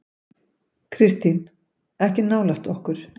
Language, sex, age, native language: Icelandic, female, 50-59, Icelandic